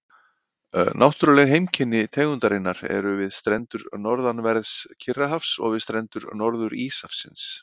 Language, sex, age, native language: Icelandic, male, 50-59, Icelandic